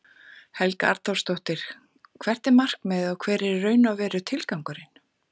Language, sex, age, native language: Icelandic, female, 40-49, Icelandic